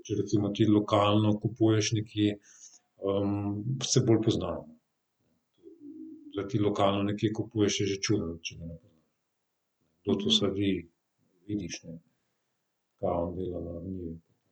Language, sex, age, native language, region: Slovenian, male, 30-49, Slovenian, Southeast Slovenia